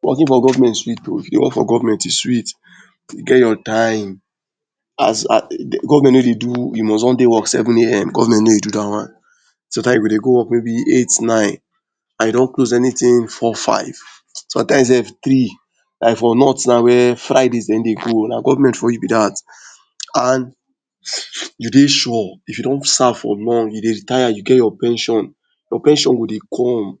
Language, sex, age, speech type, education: Nigerian Pidgin, male, 46-60, spontaneous, tertiary